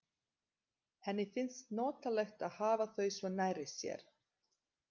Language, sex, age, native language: Icelandic, female, 30-39, Serbo-Croatian